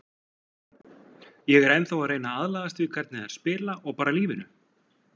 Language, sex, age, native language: Icelandic, male, 40-49, Icelandic